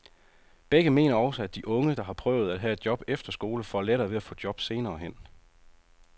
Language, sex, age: Danish, male, 30